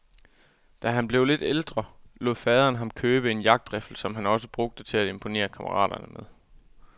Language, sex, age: Danish, male, 24